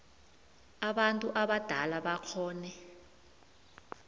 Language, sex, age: South Ndebele, female, 29